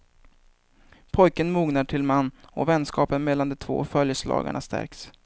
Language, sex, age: Swedish, male, 23